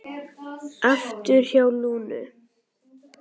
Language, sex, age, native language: Icelandic, male, 10, Icelandic